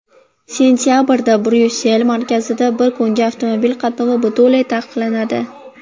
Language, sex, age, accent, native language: Uzbek, female, under 19, Toshkent shahri, Uzbek